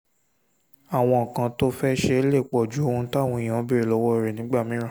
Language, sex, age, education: Yoruba, male, 15-29, secondary